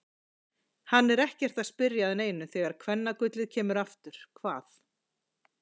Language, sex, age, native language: Icelandic, female, 40-49, Icelandic